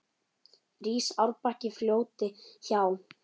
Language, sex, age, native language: Icelandic, male, 9, Icelandic